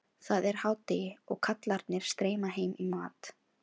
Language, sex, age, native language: Icelandic, female, 16, Filipino